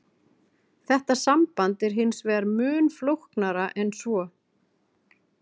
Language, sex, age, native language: Icelandic, female, 40-49, Icelandic